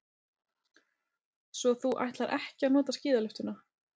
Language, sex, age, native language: Icelandic, female, 30-39, Icelandic